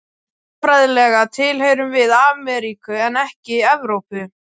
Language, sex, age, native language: Icelandic, male, 12, Icelandic